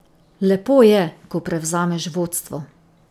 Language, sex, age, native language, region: Slovenian, female, 50-59, Slovenian, Drava region